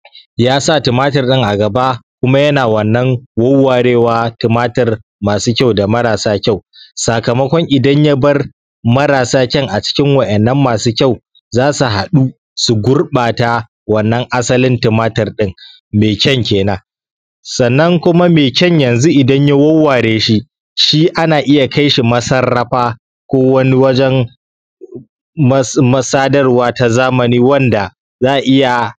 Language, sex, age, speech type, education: Hausa, male, 15-29, spontaneous, tertiary